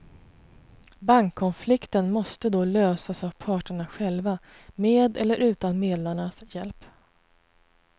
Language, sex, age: Swedish, female, 33